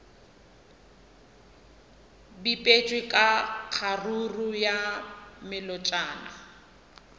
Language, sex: Northern Sotho, female